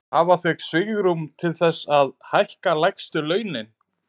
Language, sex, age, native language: Icelandic, male, 30-39, Icelandic